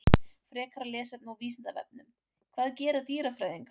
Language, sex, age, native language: Icelandic, female, 18-19, Icelandic